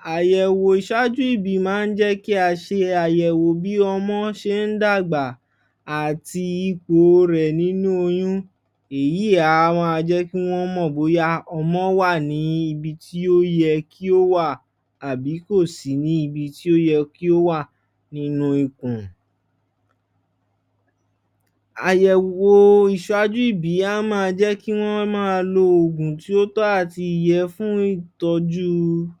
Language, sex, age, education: Yoruba, male, 15-29, tertiary